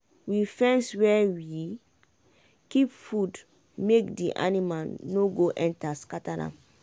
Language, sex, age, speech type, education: Nigerian Pidgin, female, 15-29, spontaneous, tertiary